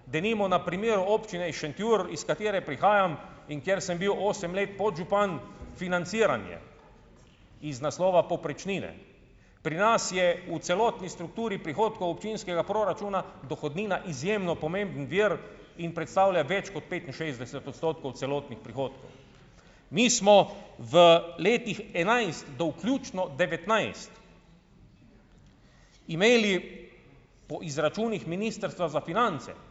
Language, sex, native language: Slovenian, male, Slovenian